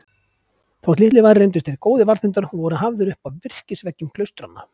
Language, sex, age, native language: Icelandic, male, 50-59, Icelandic